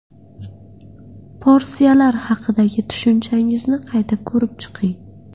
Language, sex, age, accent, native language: Uzbek, female, 18-24, Qashqadaryo, Uzbek